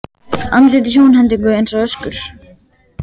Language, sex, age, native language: Icelandic, male, 12, Icelandic